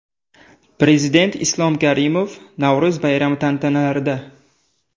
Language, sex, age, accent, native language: Uzbek, male, 18-24, Buxoro, Uzbek